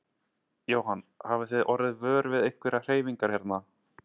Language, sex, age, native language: Icelandic, male, 30-39, Icelandic